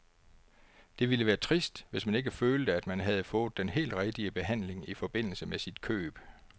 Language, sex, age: Danish, male, 49